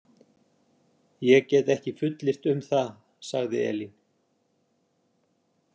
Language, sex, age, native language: Icelandic, male, 60-69, Icelandic